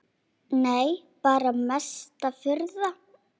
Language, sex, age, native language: Icelandic, female, 10, Icelandic